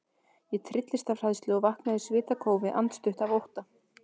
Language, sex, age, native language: Icelandic, female, 20-29, Icelandic